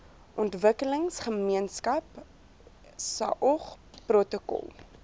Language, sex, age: Afrikaans, female, 23